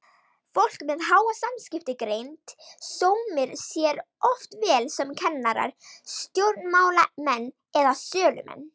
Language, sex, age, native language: Icelandic, female, 18-19, Icelandic